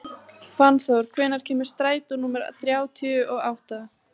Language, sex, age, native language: Icelandic, female, 15, Icelandic